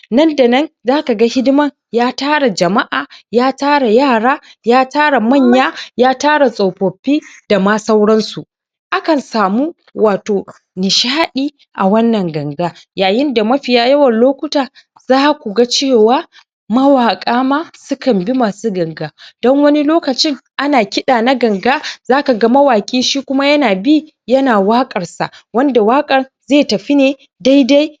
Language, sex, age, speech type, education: Hausa, male, 30-45, spontaneous, primary